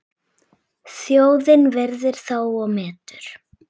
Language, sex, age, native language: Icelandic, female, 8, Icelandic